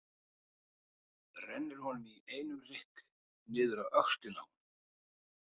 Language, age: Icelandic, 50-59